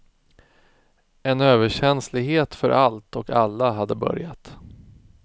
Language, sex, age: Swedish, male, 36